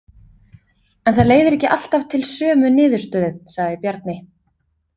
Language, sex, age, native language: Icelandic, female, 30-39, Icelandic